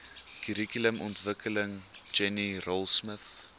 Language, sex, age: Afrikaans, male, 19